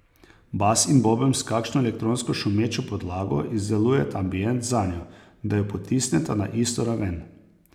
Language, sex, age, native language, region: Slovenian, male, 30-49, Slovenian, Posavska region